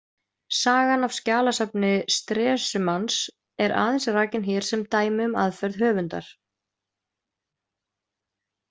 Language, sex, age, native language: Icelandic, female, 20-29, Icelandic